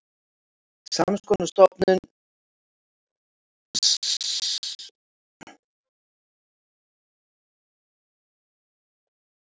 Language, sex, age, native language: Icelandic, female, 60-69, Icelandic